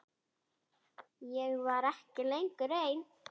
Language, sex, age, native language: Icelandic, female, 8, Icelandic